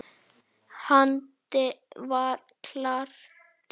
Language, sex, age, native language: Icelandic, male, 8, Icelandic